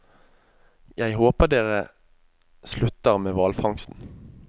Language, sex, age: Norwegian, male, 25